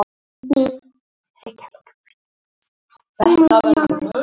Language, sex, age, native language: Icelandic, male, 18-19, Icelandic